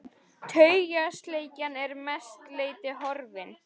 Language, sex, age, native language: Icelandic, female, 13, Icelandic